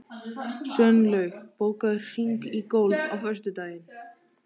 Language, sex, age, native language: Icelandic, male, 13, Icelandic